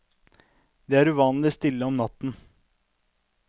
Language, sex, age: Norwegian, male, 32